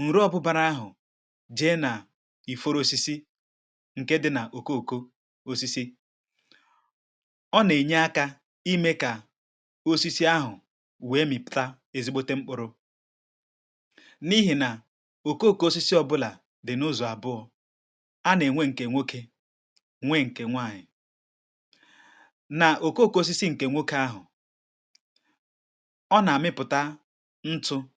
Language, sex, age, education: Igbo, male, 30-45, tertiary